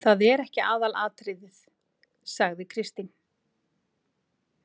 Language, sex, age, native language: Icelandic, female, 40-49, Icelandic